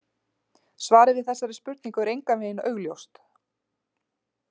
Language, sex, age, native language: Icelandic, female, 40-49, Icelandic